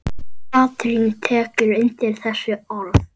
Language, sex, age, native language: Icelandic, male, 8, Icelandic